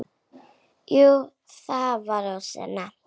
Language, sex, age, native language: Icelandic, male, 8, Icelandic